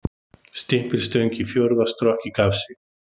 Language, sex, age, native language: Icelandic, male, 30-39, Icelandic